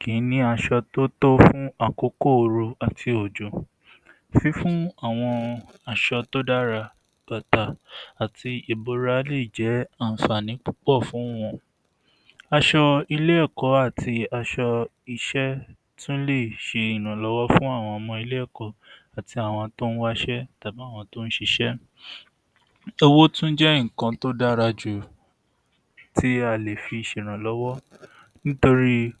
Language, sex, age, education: Yoruba, male, 46-60, tertiary